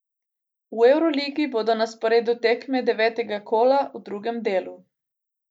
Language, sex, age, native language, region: Slovenian, female, 18-29, Slovenian, Gorica region